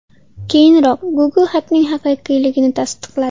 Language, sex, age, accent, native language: Uzbek, female, 12-17, Andijon, Uzbek